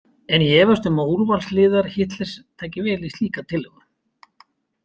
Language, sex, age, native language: Icelandic, male, 50-59, Icelandic